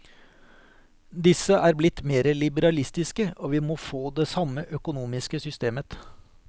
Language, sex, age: Norwegian, male, 43